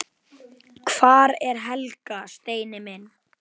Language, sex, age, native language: Icelandic, male, 10, Icelandic